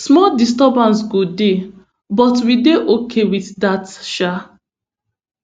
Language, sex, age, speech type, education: Nigerian Pidgin, female, 15-29, spontaneous, tertiary